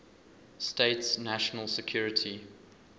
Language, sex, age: English, male, 20